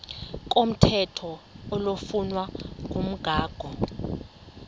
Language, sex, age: Xhosa, female, 23